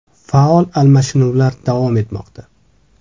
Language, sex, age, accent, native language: Uzbek, male, 25-34, Toshkent viloyati, Uzbek